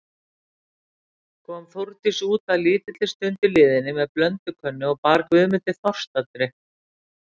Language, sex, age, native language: Icelandic, female, 60-69, Icelandic